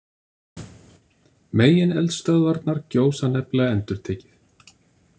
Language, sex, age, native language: Icelandic, male, 50-59, Icelandic